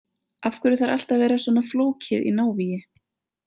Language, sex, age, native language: Icelandic, female, 30-39, Icelandic